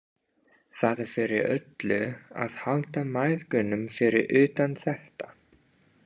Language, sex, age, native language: Icelandic, male, 30-39, English